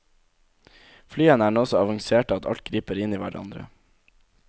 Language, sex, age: Norwegian, male, 17